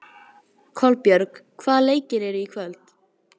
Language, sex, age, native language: Icelandic, female, 18-19, Icelandic